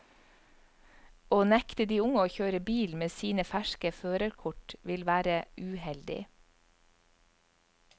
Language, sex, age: Norwegian, female, 44